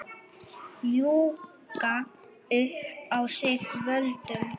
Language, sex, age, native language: Icelandic, male, 9, Icelandic